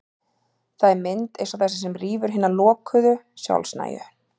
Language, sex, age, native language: Icelandic, female, 30-39, Icelandic